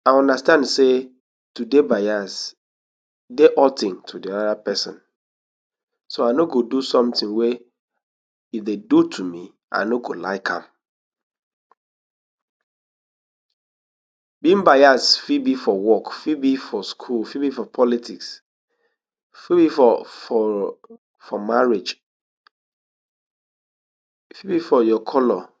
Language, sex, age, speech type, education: Nigerian Pidgin, male, 15-29, spontaneous, tertiary